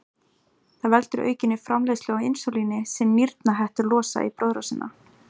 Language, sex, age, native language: Icelandic, female, 18-19, Icelandic